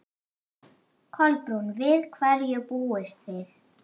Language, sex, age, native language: Icelandic, female, 9, Icelandic